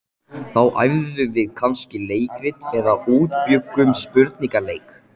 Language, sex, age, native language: Icelandic, male, 14, Icelandic